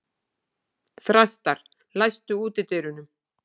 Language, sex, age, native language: Icelandic, female, 40-49, Icelandic